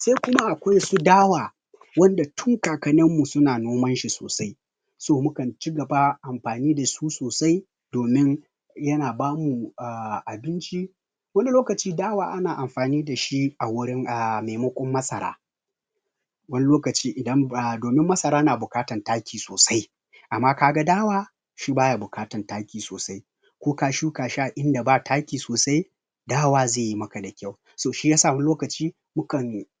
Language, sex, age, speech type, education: Hausa, male, 30-45, spontaneous, tertiary